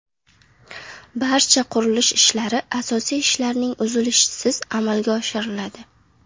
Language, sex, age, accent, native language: Uzbek, female, under 19, Qashqadaryo, Uzbek